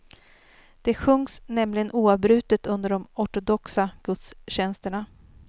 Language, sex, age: Swedish, female, 39